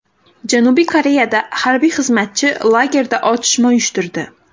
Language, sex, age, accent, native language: Uzbek, female, 18-24, Xorazm, Uzbek